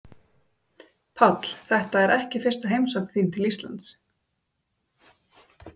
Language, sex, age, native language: Icelandic, female, 30-39, Icelandic